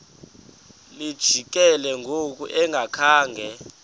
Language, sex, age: Xhosa, male, 23